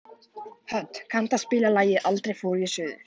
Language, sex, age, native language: Icelandic, male, 14, Icelandic